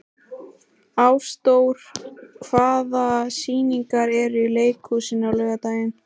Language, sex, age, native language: Icelandic, female, 18-19, Icelandic